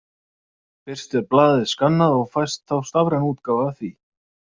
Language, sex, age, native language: Icelandic, male, 30-39, Icelandic